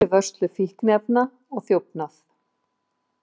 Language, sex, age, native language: Icelandic, female, 50-59, Icelandic